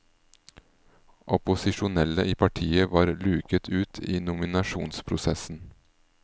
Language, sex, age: Norwegian, male, 38